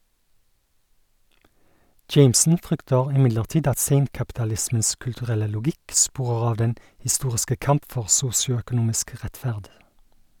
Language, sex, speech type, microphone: Norwegian, male, read, Sennheiser